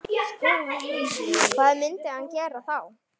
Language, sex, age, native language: Icelandic, male, 9, Icelandic